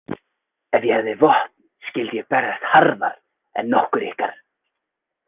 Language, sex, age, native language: Icelandic, male, 20-29, Icelandic